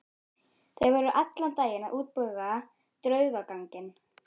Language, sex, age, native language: Icelandic, female, 12, Icelandic